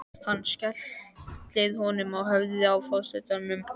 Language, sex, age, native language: Icelandic, male, 11, Icelandic